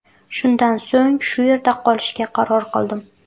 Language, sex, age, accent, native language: Uzbek, female, 18-24, Buxoro, Uzbek